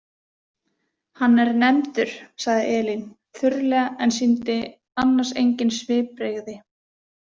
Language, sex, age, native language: Icelandic, female, 20-29, Icelandic